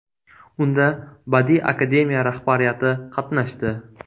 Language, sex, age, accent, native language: Uzbek, male, 18-24, Toshkent viloyati, Uzbek